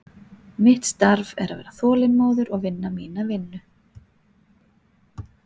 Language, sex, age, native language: Icelandic, female, 40-49, Icelandic